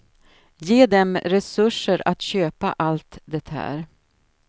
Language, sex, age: Swedish, female, 53